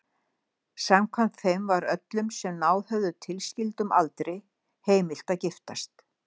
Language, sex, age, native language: Icelandic, female, 60-69, Icelandic